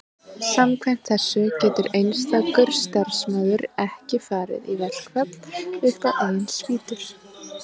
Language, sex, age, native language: Icelandic, female, 20-29, Icelandic